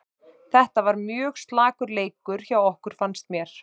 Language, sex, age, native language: Icelandic, male, 30-39, Icelandic